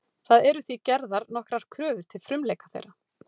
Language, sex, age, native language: Icelandic, female, 40-49, Icelandic